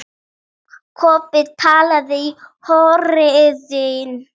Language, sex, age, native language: Icelandic, female, 10, Icelandic